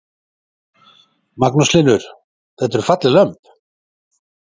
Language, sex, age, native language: Icelandic, male, 40-49, Icelandic